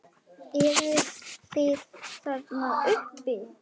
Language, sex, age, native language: Icelandic, male, 8, Icelandic